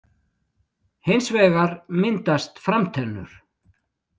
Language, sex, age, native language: Icelandic, male, 60-69, Icelandic